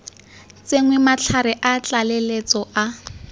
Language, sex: Tswana, female